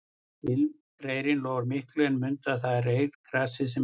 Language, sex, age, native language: Icelandic, male, 60-69, Icelandic